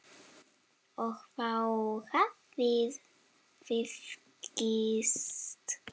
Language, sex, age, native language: Icelandic, female, 7, Icelandic